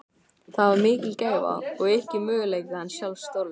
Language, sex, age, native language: Icelandic, male, 12, Icelandic